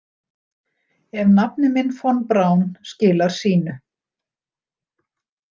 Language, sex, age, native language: Icelandic, female, 60-69, Icelandic